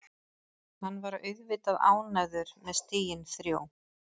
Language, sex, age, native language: Icelandic, female, 30-39, Icelandic